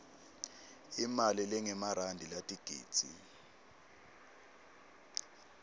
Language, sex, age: Swati, male, 19